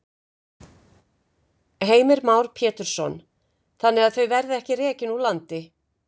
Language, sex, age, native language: Icelandic, female, 50-59, Icelandic